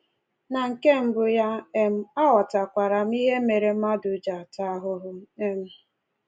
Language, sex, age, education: Igbo, female, 15-29, tertiary